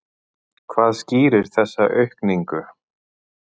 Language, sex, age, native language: Icelandic, male, 40-49, Icelandic